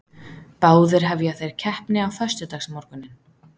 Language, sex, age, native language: Icelandic, female, 30-39, Icelandic